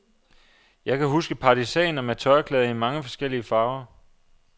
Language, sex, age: Danish, male, 27